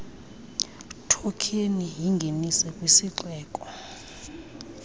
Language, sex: Xhosa, female